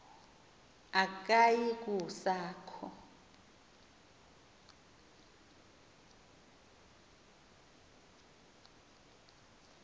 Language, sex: Xhosa, female